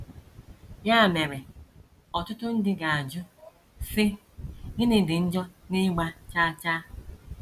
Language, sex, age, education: Igbo, female, 46-60, tertiary